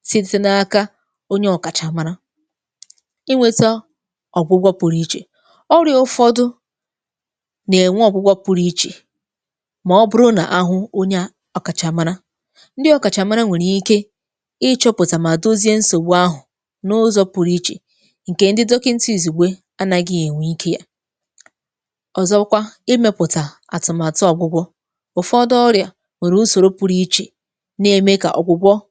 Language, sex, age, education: Igbo, female, 15-29, tertiary